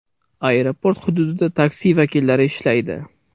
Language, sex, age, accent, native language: Uzbek, male, 18-24, Toshkent viloyati, Uzbek